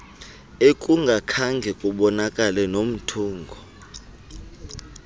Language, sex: Xhosa, male